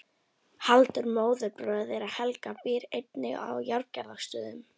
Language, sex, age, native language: Icelandic, female, 11, Icelandic